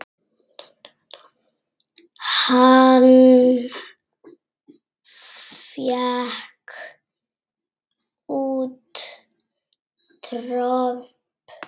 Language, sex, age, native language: Icelandic, female, 6, Icelandic